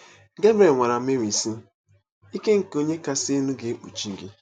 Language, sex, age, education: Igbo, male, 15-29, tertiary